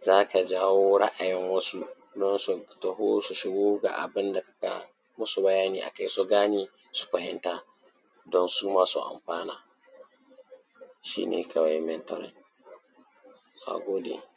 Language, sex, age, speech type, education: Hausa, male, 15-29, spontaneous, primary